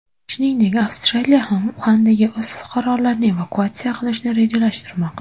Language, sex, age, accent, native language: Uzbek, female, 18-24, Toshkent viloyati, Uzbek